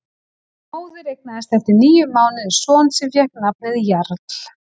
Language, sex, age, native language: Icelandic, female, 40-49, Icelandic